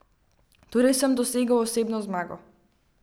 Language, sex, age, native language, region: Slovenian, female, 12-17, Slovenian, Central Slovenia